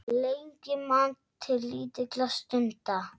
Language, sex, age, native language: Icelandic, female, 7, Icelandic